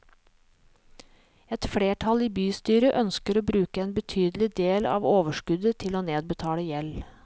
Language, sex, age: Norwegian, female, 37